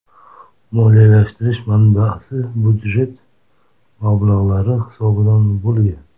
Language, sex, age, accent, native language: Uzbek, male, 30-39, Toshkent shahri, Uzbek